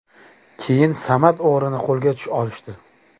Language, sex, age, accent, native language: Uzbek, male, 25-34, Samarqand, Uzbek